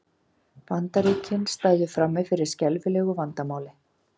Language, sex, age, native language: Icelandic, female, 40-49, Icelandic